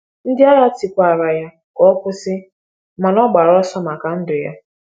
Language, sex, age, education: Igbo, female, 15-29, tertiary